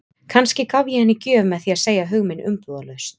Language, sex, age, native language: Icelandic, female, 20-29, Icelandic